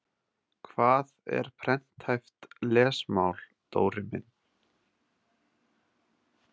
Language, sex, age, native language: Icelandic, male, 30-39, Icelandic